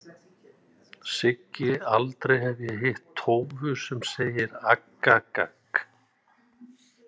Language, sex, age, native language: Icelandic, male, 60-69, Icelandic